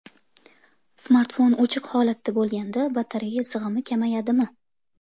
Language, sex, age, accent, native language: Uzbek, female, 25-34, Toshkent shahri, Uzbek